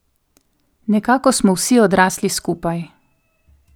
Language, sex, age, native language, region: Slovenian, female, 30-49, Slovenian, Coastal Karst region